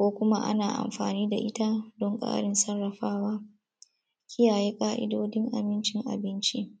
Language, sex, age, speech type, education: Hausa, female, 30-45, spontaneous, tertiary